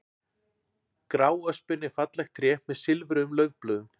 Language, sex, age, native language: Icelandic, male, 40-49, Icelandic